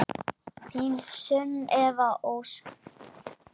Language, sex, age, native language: Icelandic, male, 10, Icelandic